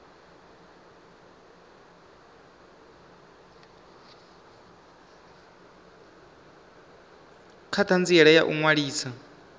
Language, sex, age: Venda, male, 25